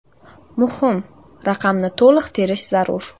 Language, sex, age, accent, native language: Uzbek, female, 18-24, Samarqand, Uzbek